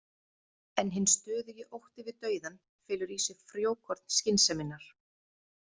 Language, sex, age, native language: Icelandic, female, 30-39, Icelandic